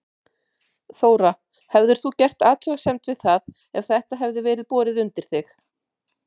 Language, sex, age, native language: Icelandic, female, 50-59, Icelandic